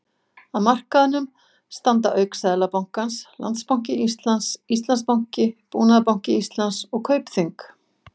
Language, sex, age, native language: Icelandic, female, 50-59, Icelandic